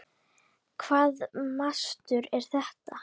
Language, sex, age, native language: Icelandic, female, 9, Icelandic